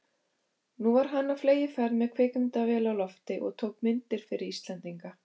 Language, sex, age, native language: Icelandic, female, 50-59, Icelandic